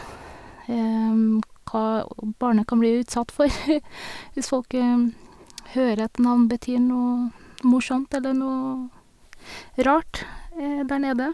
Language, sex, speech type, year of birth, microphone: Norwegian, female, spontaneous, 1982, Sennheiser